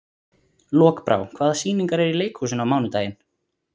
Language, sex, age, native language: Icelandic, male, 20-29, Icelandic